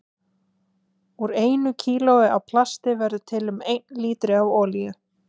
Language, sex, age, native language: Icelandic, female, 20-29, Icelandic